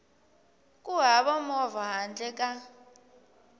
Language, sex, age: Tsonga, female, 18